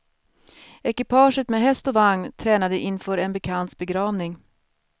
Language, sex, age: Swedish, female, 41